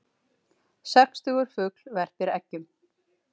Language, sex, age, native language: Icelandic, female, 40-49, Icelandic